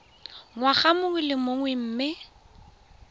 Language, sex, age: Tswana, female, 20